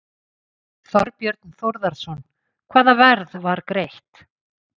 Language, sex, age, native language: Icelandic, female, 50-59, Icelandic